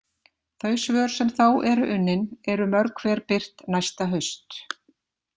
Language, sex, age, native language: Icelandic, female, 50-59, Icelandic